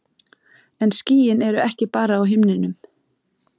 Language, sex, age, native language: Icelandic, female, 30-39, Icelandic